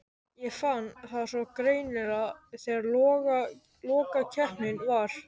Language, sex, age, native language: Icelandic, male, 13, Icelandic